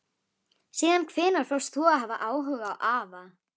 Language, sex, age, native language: Icelandic, female, 11, Icelandic